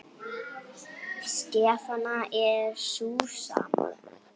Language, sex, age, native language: Icelandic, female, 8, Icelandic